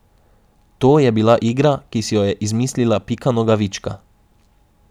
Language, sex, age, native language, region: Slovenian, male, 18-29, Slovenian, Drava region